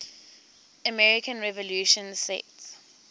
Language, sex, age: English, female, 19